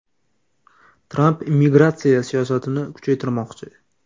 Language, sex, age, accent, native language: Uzbek, male, 18-24, Toshkent viloyati, Uzbek